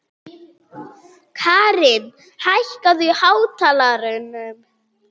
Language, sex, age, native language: Icelandic, female, 30-39, German